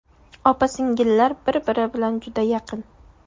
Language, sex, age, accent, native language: Uzbek, female, 18-24, Surxondaryo, Uzbek